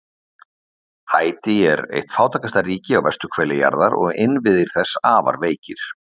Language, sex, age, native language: Icelandic, male, 50-59, Icelandic